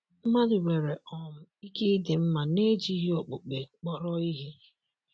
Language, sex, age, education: Igbo, male, 15-29, secondary